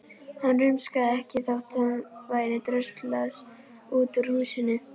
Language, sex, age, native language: Icelandic, female, 11, Icelandic